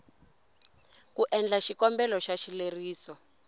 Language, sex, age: Tsonga, female, 20